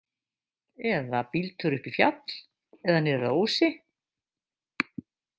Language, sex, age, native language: Icelandic, female, 50-59, Icelandic